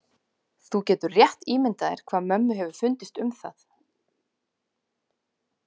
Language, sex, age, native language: Icelandic, female, 30-39, Icelandic